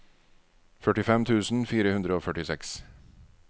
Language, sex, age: Norwegian, male, 49